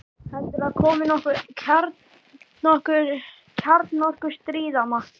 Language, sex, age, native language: Icelandic, male, 11, Icelandic